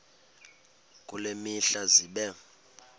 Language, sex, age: Xhosa, male, 22